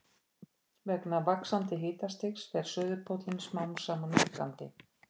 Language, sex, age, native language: Icelandic, female, 50-59, Icelandic